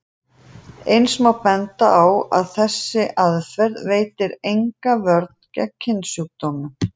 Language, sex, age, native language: Icelandic, female, 40-49, Icelandic